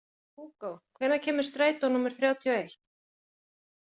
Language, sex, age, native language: Icelandic, female, 40-49, Icelandic